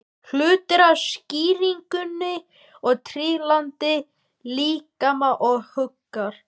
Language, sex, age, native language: Icelandic, male, 12, Icelandic